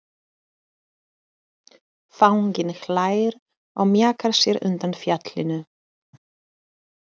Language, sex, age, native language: Icelandic, female, 30-39, Polish